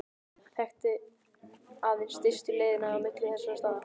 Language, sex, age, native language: Icelandic, male, 12, Icelandic